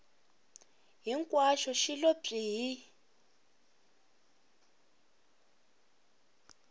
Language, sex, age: Tsonga, female, 21